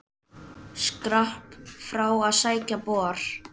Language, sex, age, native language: Icelandic, male, 10, Icelandic